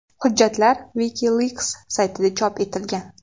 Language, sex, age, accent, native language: Uzbek, female, 18-24, Toshkent shahri, Uzbek